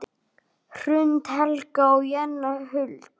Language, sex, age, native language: Icelandic, male, 9, Icelandic